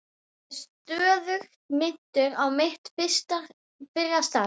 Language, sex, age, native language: Icelandic, female, 11, Icelandic